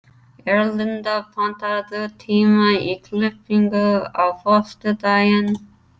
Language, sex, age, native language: Icelandic, female, 30-39, English